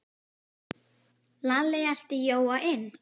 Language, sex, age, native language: Icelandic, female, 10, Icelandic